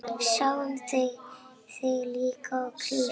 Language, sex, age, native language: Icelandic, female, 8, Icelandic